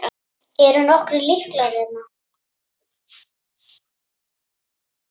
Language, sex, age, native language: Icelandic, female, 10, Icelandic